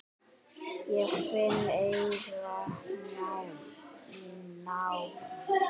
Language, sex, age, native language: Icelandic, male, 8, Icelandic